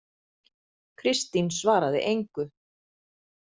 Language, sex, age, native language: Icelandic, female, 40-49, Icelandic